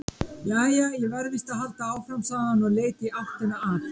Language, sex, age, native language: Icelandic, female, 50-59, Icelandic